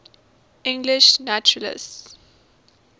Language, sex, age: English, female, 19